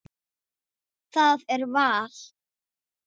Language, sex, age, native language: Icelandic, male, 6, Icelandic